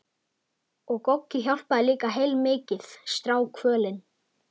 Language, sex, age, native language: Icelandic, male, 11, Icelandic